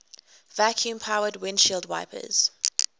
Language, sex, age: English, female, 21